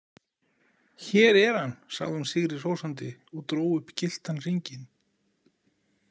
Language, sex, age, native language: Icelandic, male, 40-49, Icelandic